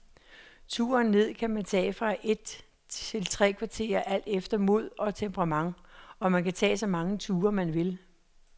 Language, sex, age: Danish, female, 66